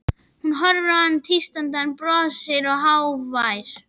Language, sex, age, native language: Icelandic, female, 11, Icelandic